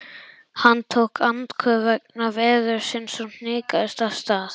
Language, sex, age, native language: Icelandic, male, 11, Icelandic